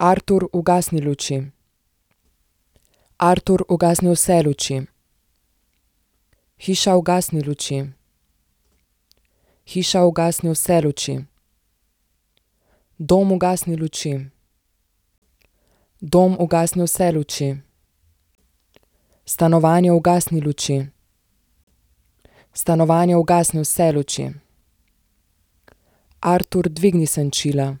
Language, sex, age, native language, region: Slovenian, female, 18-29, Slovenian, Zasavska region